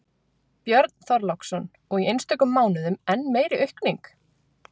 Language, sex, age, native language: Icelandic, female, 20-29, Icelandic